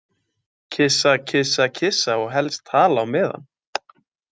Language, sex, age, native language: Icelandic, male, 20-29, Icelandic